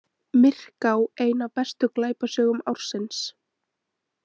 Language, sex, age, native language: Icelandic, female, 20-29, Icelandic